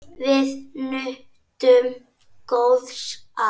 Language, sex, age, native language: Icelandic, male, 10, Icelandic